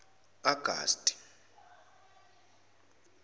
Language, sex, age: Zulu, male, 25